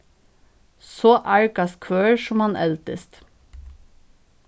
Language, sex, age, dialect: Faroese, female, 15-35, Norðuroyggjar